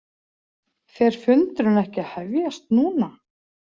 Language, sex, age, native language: Icelandic, female, 40-49, Icelandic